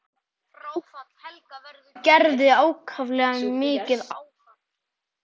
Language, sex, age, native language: Icelandic, male, 11, Icelandic